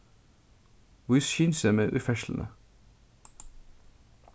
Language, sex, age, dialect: Faroese, male, 15-35, Suðurstreymoy